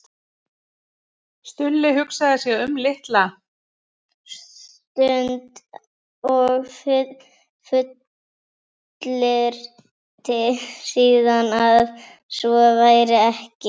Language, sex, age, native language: Icelandic, female, 50-59, Icelandic